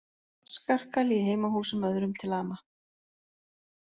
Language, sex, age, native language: Icelandic, female, 40-49, Icelandic